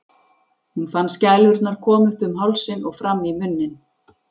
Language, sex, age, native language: Icelandic, female, 40-49, Icelandic